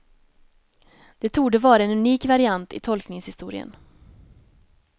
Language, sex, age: Swedish, female, 19